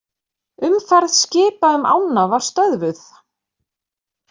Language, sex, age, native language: Icelandic, female, 40-49, Icelandic